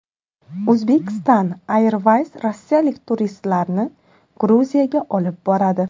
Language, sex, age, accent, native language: Uzbek, female, 19-29, Samarqand, Uzbek